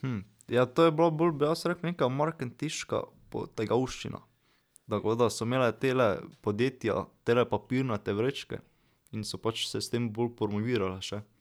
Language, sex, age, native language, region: Slovenian, male, 12-17, Slovenian, Drava region